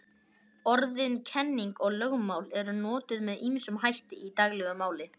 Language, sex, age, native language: Icelandic, male, 18-19, Icelandic